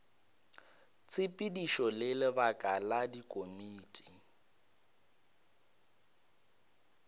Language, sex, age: Northern Sotho, male, 22